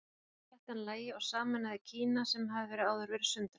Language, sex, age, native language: Icelandic, female, 40-49, Icelandic